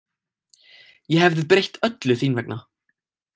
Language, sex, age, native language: Icelandic, male, 18-19, Icelandic